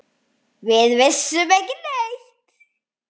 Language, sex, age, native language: Icelandic, female, 9, Icelandic